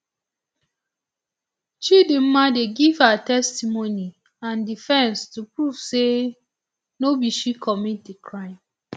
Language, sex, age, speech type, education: Nigerian Pidgin, female, 30-45, spontaneous, tertiary